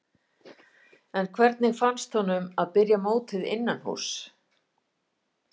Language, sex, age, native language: Icelandic, female, 50-59, Icelandic